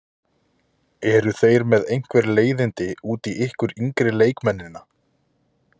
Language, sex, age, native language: Icelandic, male, 20-29, Icelandic